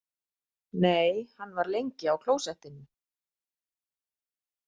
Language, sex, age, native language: Icelandic, female, 40-49, Icelandic